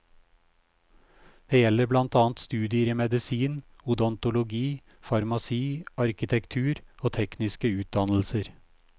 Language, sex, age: Norwegian, male, 56